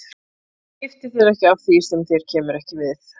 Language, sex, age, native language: Icelandic, female, 30-39, Icelandic